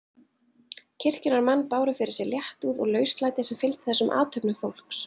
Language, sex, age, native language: Icelandic, female, 30-39, Icelandic